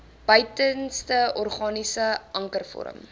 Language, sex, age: Afrikaans, female, 20